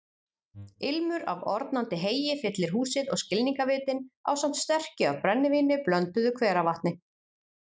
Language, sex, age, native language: Icelandic, female, 40-49, Icelandic